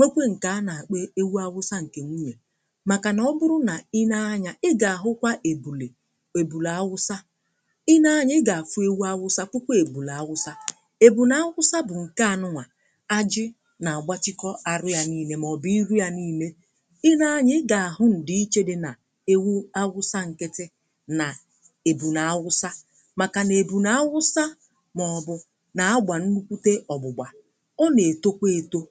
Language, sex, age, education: Igbo, female, 15-29, tertiary